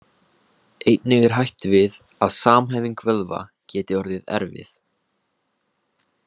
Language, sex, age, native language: Icelandic, male, 18-19, Icelandic